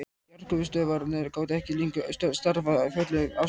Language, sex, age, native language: Icelandic, male, 13, Icelandic